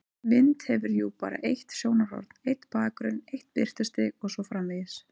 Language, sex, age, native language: Icelandic, female, 30-39, Icelandic